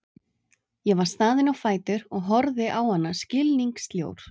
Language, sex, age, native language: Icelandic, female, 30-39, Icelandic